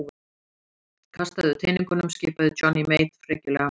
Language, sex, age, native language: Icelandic, female, 40-49, Icelandic